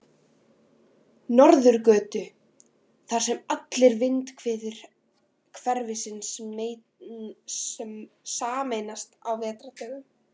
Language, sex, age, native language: Icelandic, female, 13, Icelandic